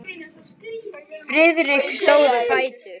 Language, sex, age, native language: Icelandic, male, 10, Icelandic